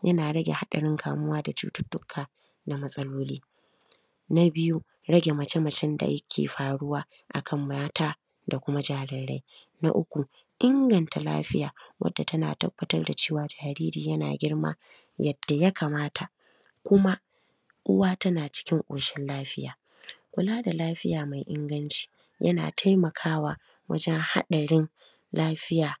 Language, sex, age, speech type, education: Hausa, female, 30-45, spontaneous, primary